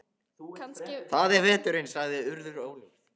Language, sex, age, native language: Icelandic, male, 15, Icelandic